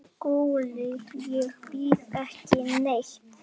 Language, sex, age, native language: Icelandic, male, 8, Icelandic